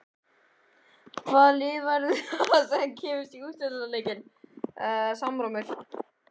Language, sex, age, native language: Icelandic, male, 11, Icelandic